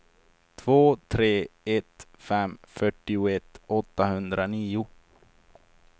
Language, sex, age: Swedish, male, 28